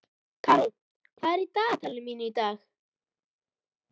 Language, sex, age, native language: Icelandic, female, 12, Icelandic